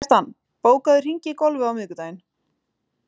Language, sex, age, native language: Icelandic, female, 20-29, Icelandic